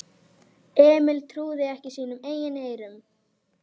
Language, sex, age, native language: Icelandic, female, 11, Icelandic